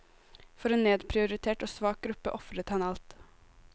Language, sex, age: Norwegian, female, 18